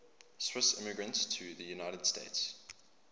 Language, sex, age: English, male, 24